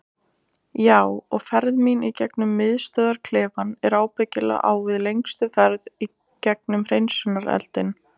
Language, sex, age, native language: Icelandic, female, 20-29, Icelandic